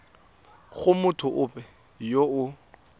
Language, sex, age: Tswana, male, 18